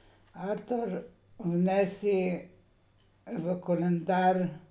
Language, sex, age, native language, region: Slovenian, female, 60+, Slovenian, Savinja region